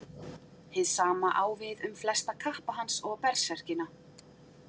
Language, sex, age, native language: Icelandic, female, 40-49, Icelandic